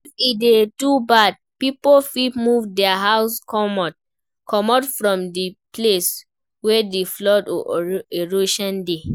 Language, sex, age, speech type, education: Nigerian Pidgin, female, 15-29, read, primary